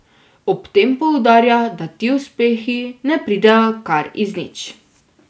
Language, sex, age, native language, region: Slovenian, female, 12-17, Slovenian, Drava region